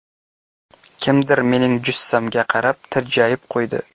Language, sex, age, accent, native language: Uzbek, male, 18-24, Qashqadaryo, Uzbek